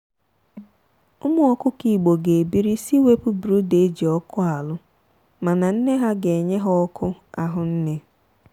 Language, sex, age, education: Igbo, female, 15-29, tertiary